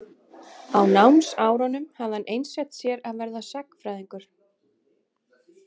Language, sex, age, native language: Icelandic, female, 20-29, Icelandic